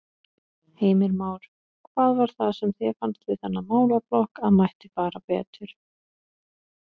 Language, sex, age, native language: Icelandic, female, 20-29, Icelandic